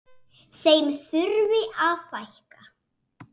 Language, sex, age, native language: Icelandic, female, 7, Icelandic